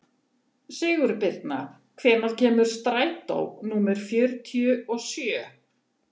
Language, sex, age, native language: Icelandic, female, 70-79, Icelandic